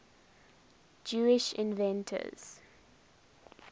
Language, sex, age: English, female, 19